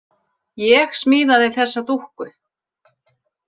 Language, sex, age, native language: Icelandic, female, 40-49, Icelandic